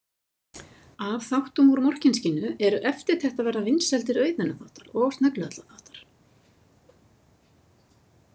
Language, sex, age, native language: Icelandic, female, 50-59, Icelandic